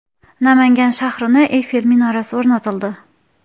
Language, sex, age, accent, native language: Uzbek, female, 18-24, Xorazm, Uzbek